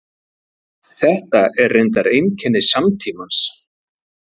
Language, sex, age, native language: Icelandic, male, 40-49, Icelandic